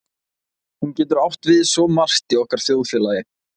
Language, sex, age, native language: Icelandic, male, 20-29, Icelandic